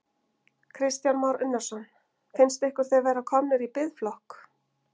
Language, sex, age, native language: Icelandic, female, 50-59, Icelandic